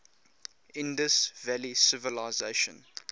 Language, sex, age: English, male, 22